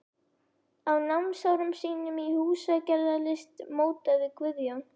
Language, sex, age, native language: Icelandic, female, 11, Icelandic